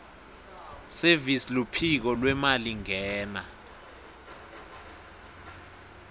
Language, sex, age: Swati, male, 20